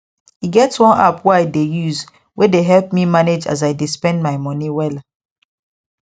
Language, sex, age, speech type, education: Nigerian Pidgin, female, 15-29, spontaneous, secondary